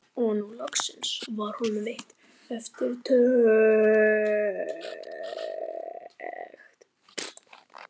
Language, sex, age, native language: Icelandic, female, 11, Icelandic